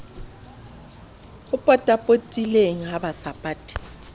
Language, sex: Southern Sotho, female